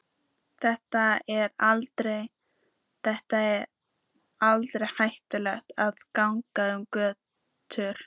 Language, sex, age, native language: Icelandic, female, 14, Icelandic